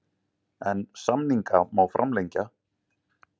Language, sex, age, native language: Icelandic, male, 40-49, Icelandic